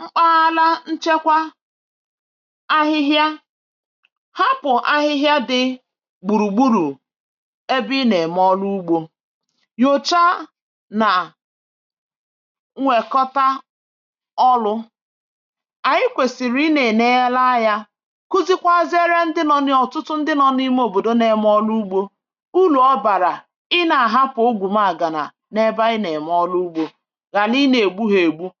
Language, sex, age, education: Igbo, female, 46-60, tertiary